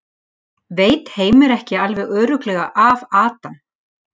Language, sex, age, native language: Icelandic, female, 60-69, Icelandic